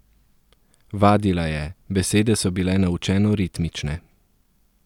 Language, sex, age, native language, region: Slovenian, male, 30-49, Slovenian, Southeast Slovenia